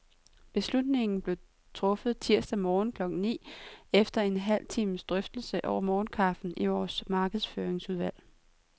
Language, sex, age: Danish, female, 23